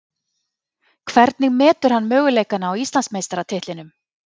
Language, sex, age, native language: Icelandic, female, 30-39, Icelandic